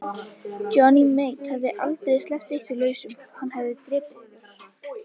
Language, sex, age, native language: Icelandic, female, 18-19, Icelandic